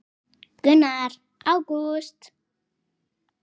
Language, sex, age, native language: Icelandic, male, 6, Icelandic